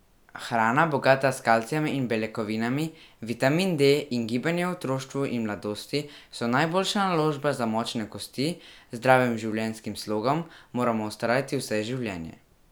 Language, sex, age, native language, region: Slovenian, male, 12-17, Slovenian, Central Slovenia